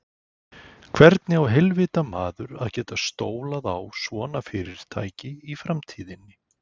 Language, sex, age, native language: Icelandic, male, 40-49, Icelandic